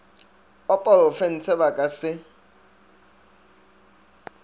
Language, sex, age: Northern Sotho, male, 24